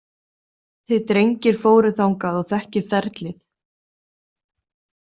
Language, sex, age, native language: Icelandic, female, 30-39, Icelandic